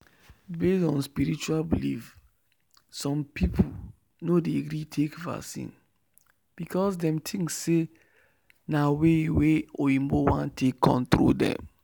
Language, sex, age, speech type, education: Nigerian Pidgin, male, 15-29, spontaneous, tertiary